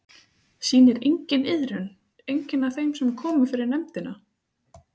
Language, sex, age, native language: Icelandic, female, 30-39, Icelandic